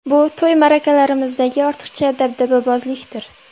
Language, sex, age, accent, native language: Uzbek, female, 18-24, Samarqand, Uzbek